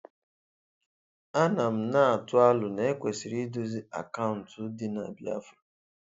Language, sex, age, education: Igbo, male, 15-29, tertiary